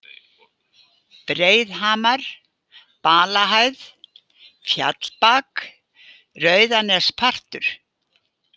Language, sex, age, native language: Icelandic, female, 80-89, Icelandic